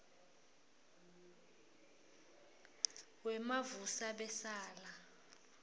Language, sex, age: South Ndebele, female, 25